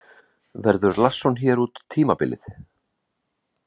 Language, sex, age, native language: Icelandic, male, 40-49, Icelandic